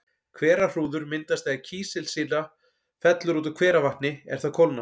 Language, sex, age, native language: Icelandic, male, 40-49, Icelandic